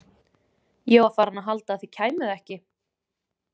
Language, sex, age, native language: Icelandic, female, 20-29, Icelandic